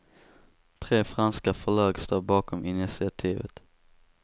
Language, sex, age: Swedish, male, 18